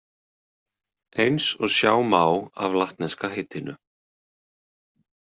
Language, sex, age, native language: Icelandic, male, 20-29, Icelandic